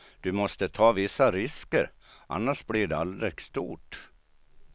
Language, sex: Swedish, male